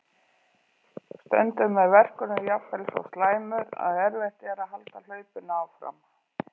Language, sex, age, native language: Icelandic, female, 40-49, Icelandic